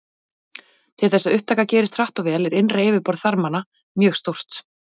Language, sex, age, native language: Icelandic, female, 40-49, Icelandic